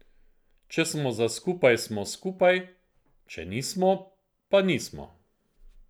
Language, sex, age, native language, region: Slovenian, male, 50-59, Slovenian, Central Slovenia